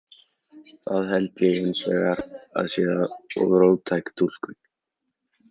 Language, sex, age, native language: Icelandic, male, 18-19, Icelandic